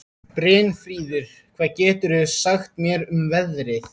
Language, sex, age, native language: Icelandic, male, 13, Icelandic